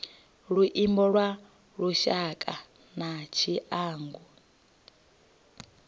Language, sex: Venda, female